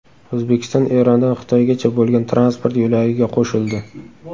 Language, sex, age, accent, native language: Uzbek, male, 18-24, Samarqand, Uzbek